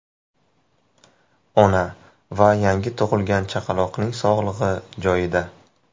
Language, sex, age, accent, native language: Uzbek, male, 18-24, Navoiy, Uzbek